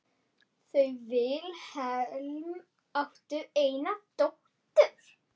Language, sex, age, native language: Icelandic, female, 8, Icelandic